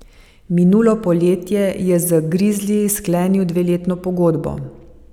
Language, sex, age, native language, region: Slovenian, female, 50-59, Slovenian, Savinja region